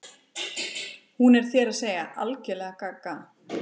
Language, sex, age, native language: Icelandic, female, 30-39, Icelandic